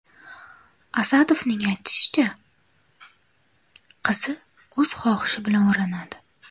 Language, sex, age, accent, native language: Uzbek, female, 18-24, Qashqadaryo, Uzbek